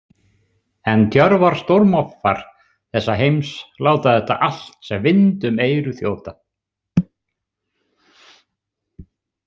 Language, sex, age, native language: Icelandic, male, 60-69, Icelandic